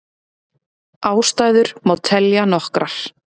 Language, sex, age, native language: Icelandic, female, 30-39, Icelandic